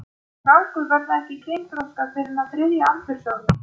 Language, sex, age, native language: Icelandic, female, 30-39, Icelandic